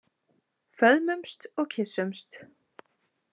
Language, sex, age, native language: Icelandic, female, 20-29, Icelandic